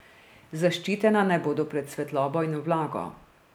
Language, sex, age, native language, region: Slovenian, female, 30-49, Slovenian, Drava region